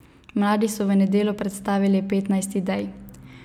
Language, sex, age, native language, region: Slovenian, female, 18-29, Slovenian, Savinja region